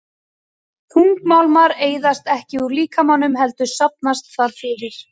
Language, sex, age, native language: Icelandic, female, 40-49, Icelandic